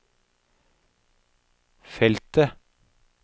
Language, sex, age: Norwegian, male, 57